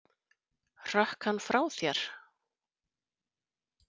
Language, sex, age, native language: Icelandic, female, 40-49, Icelandic